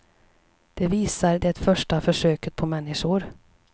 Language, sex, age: Swedish, female, 37